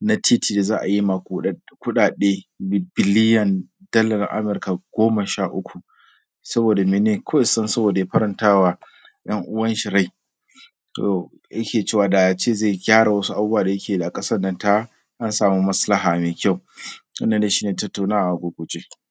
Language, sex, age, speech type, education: Hausa, male, 30-45, spontaneous, secondary